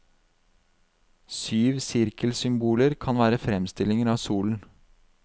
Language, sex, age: Norwegian, male, 32